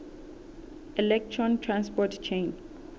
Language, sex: Southern Sotho, female